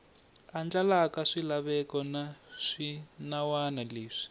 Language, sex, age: Tsonga, male, 21